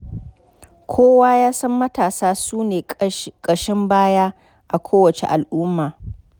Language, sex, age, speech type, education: Hausa, female, 30-45, spontaneous, tertiary